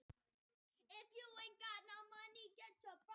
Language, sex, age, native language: Icelandic, male, 18-19, Icelandic